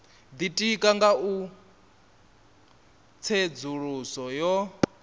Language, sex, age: Venda, male, 27